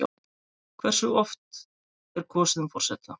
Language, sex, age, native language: Icelandic, male, 30-39, Icelandic